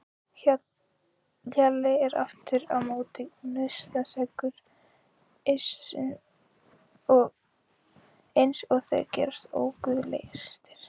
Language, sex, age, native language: Icelandic, female, 16, Icelandic